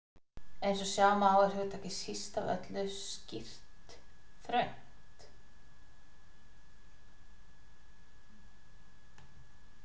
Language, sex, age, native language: Icelandic, female, 50-59, Icelandic